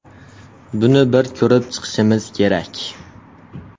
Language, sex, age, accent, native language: Uzbek, male, 18-24, Farg'ona, Uzbek